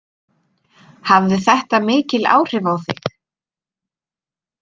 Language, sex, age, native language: Icelandic, female, 30-39, Icelandic